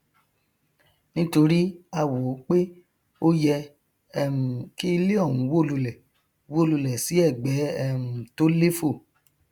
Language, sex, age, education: Yoruba, male, 30-45, tertiary